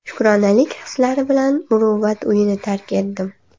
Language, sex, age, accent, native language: Uzbek, female, under 19, Andijon, Uzbek